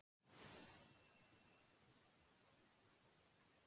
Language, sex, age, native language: Icelandic, female, 40-49, Icelandic